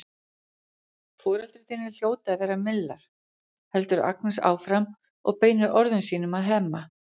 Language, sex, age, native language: Icelandic, female, 40-49, Icelandic